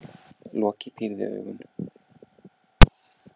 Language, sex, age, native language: Icelandic, male, 40-49, Icelandic